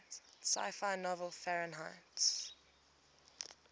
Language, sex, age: English, female, 20